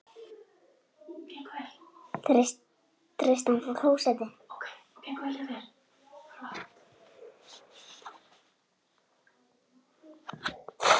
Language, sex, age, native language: Icelandic, female, 7, Icelandic